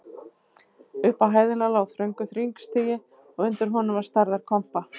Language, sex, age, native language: Icelandic, female, 50-59, Icelandic